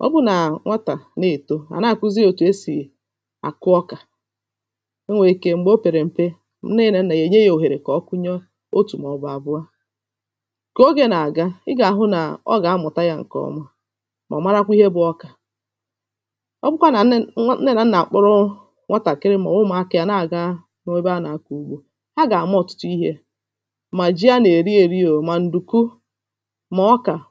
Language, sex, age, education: Igbo, female, 30-45, tertiary